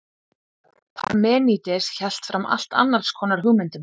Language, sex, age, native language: Icelandic, female, 20-29, Icelandic